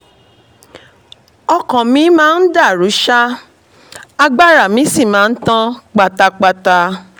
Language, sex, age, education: Yoruba, female, 30-45, tertiary